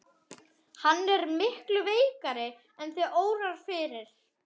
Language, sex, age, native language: Icelandic, male, 12, Icelandic